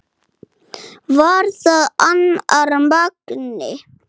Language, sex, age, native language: Icelandic, male, 8, Icelandic